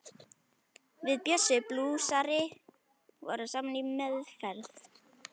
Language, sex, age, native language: Icelandic, male, 11, Icelandic